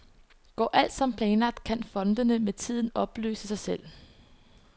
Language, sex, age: Danish, female, 21